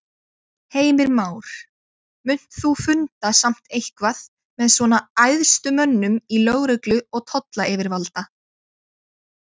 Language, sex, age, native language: Icelandic, female, 20-29, Icelandic